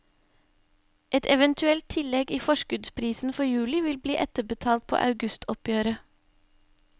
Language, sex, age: Norwegian, female, 25